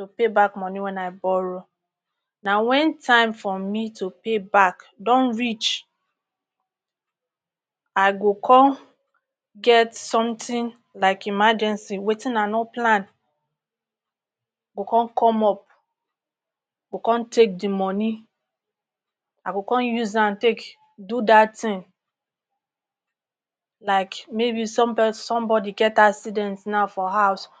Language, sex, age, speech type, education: Nigerian Pidgin, female, 30-45, spontaneous, tertiary